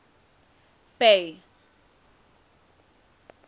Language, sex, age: English, female, 18